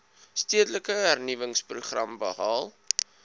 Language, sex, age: Afrikaans, male, 22